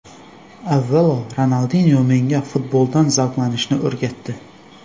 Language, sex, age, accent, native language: Uzbek, male, 25-34, Xorazm, Uzbek